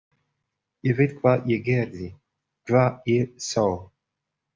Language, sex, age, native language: Icelandic, male, 30-39, Portuguese